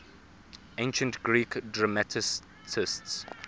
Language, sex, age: English, male, 24